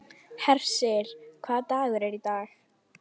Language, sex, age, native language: Icelandic, female, 11, Icelandic